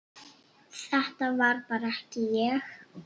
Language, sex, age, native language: Icelandic, female, 7, Icelandic